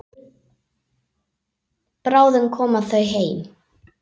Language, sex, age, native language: Icelandic, male, 8, Icelandic